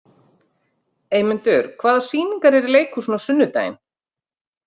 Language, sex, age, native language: Icelandic, female, 50-59, Icelandic